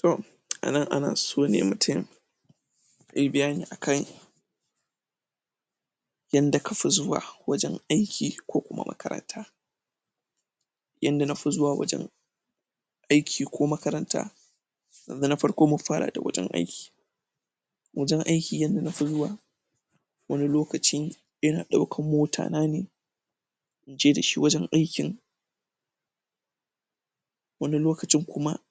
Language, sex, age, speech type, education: Hausa, male, 15-29, spontaneous, tertiary